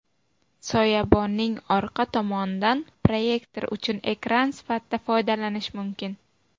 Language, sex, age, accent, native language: Uzbek, female, 19-29, Buxoro, Uzbek